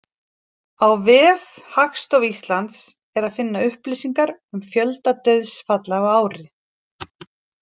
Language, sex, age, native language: Icelandic, female, 40-49, Icelandic